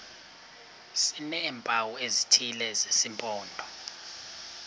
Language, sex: Xhosa, male